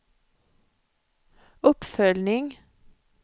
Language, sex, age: Swedish, female, 54